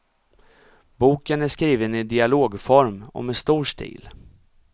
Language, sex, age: Swedish, male, 34